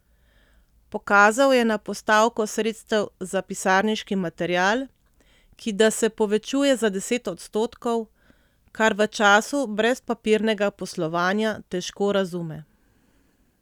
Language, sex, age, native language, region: Slovenian, female, 30-49, Slovenian, Central Slovenia